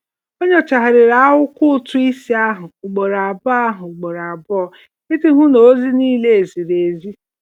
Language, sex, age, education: Igbo, female, 30-45, tertiary